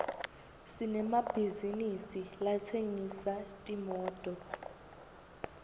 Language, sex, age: Swati, female, 20